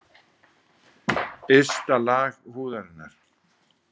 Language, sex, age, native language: Icelandic, male, 60-69, Icelandic